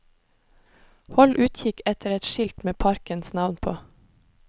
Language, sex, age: Norwegian, female, 26